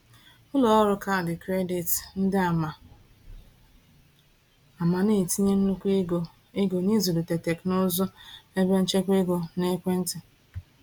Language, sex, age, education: Igbo, female, 15-29, tertiary